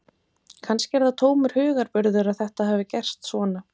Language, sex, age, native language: Icelandic, female, 20-29, Icelandic